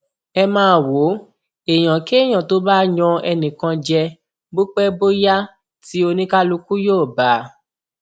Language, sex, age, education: Yoruba, male, 15-29, tertiary